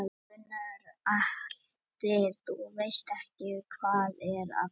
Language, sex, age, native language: Icelandic, male, 50-59, Icelandic